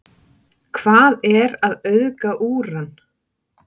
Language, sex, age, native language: Icelandic, female, 40-49, Icelandic